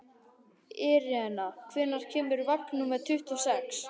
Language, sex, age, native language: Icelandic, male, 11, Icelandic